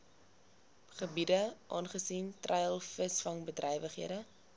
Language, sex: Afrikaans, female